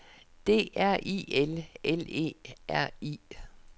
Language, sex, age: Danish, female, 67